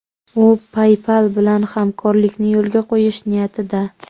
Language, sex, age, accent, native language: Uzbek, female, 18-24, Jizzax, Uzbek